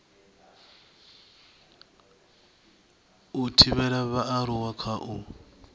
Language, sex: Venda, male